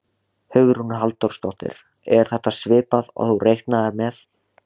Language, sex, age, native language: Icelandic, male, 16, Icelandic